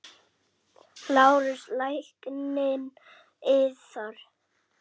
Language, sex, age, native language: Icelandic, male, 8, Icelandic